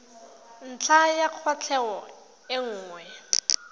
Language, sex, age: Tswana, female, 31